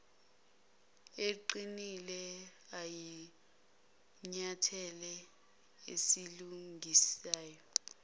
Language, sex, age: Zulu, female, 21